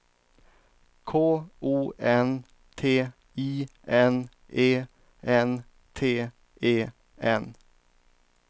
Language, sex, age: Swedish, male, 39